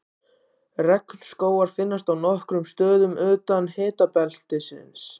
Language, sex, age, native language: Icelandic, male, 18-19, Icelandic